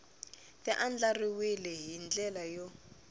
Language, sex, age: Tsonga, female, 24